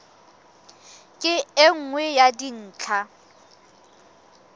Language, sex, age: Southern Sotho, female, 23